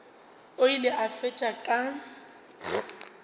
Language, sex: Northern Sotho, female